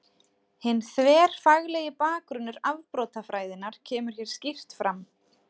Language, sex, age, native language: Icelandic, female, 30-39, Icelandic